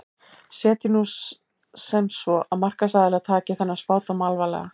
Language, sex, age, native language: Icelandic, female, 70-79, Icelandic